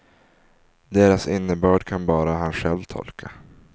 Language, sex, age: Swedish, male, 19